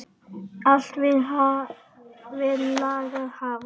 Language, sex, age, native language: Icelandic, male, 9, Icelandic